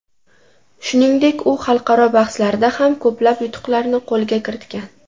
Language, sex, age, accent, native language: Uzbek, female, 18-24, Namangan, Uzbek